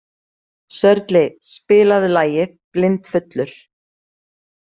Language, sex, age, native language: Icelandic, female, 40-49, Icelandic